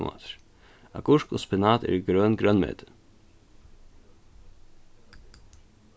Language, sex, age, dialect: Faroese, male, 15-35, Norðuroyggjar